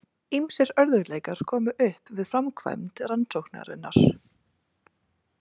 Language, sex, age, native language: Icelandic, female, 30-39, Icelandic